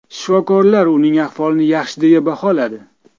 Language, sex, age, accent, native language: Uzbek, male, 35+, Toshkent viloyati, Uzbek